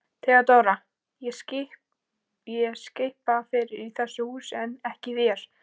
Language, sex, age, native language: Icelandic, female, 14, Icelandic